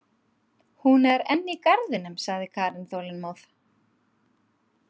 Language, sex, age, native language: Icelandic, female, 30-39, Icelandic